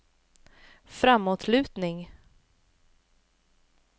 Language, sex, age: Swedish, female, 28